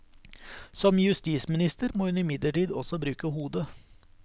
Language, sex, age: Norwegian, male, 43